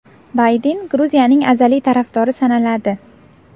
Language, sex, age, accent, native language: Uzbek, female, 19-29, Navoiy, Uzbek